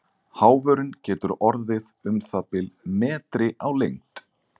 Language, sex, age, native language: Icelandic, male, 40-49, Icelandic